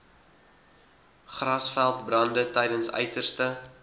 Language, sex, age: Afrikaans, male, 19